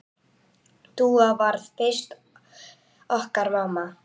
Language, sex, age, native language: Icelandic, female, 8, Icelandic